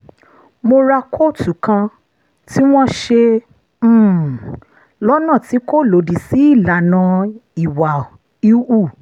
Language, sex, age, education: Yoruba, female, 30-45, tertiary